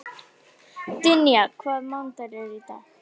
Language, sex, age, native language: Icelandic, female, 11, Icelandic